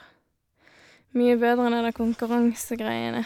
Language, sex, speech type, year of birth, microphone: Norwegian, female, spontaneous, 1988, Shure